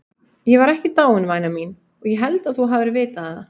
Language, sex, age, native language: Icelandic, female, 18-19, Icelandic